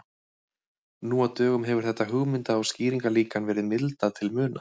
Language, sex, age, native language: Icelandic, male, 30-39, Icelandic